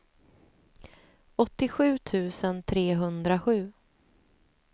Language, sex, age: Swedish, female, 28